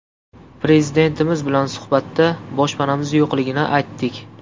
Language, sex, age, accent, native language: Uzbek, male, 18-24, Qashqadaryo, Uzbek